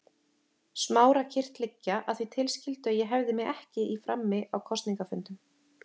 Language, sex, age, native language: Icelandic, female, 30-39, Icelandic